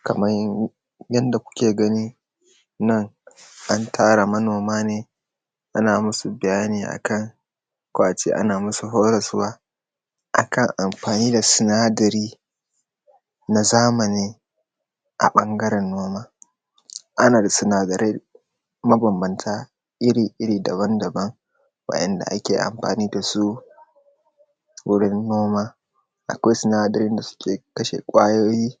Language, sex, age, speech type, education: Hausa, male, 15-29, spontaneous, secondary